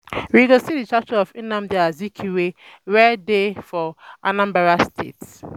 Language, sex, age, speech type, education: Nigerian Pidgin, female, 15-29, spontaneous, tertiary